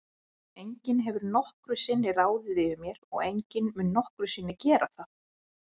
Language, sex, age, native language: Icelandic, female, 20-29, Icelandic